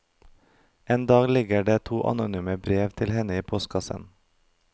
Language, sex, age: Norwegian, male, 32